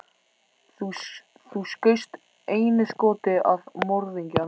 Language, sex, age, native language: Icelandic, male, 14, Icelandic